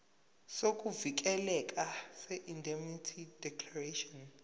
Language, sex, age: Zulu, male, 23